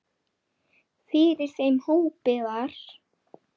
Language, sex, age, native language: Icelandic, male, 8, Icelandic